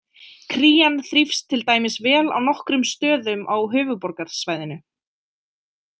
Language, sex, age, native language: Icelandic, female, 20-29, Icelandic